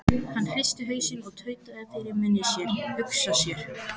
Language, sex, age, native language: Icelandic, female, 14, Icelandic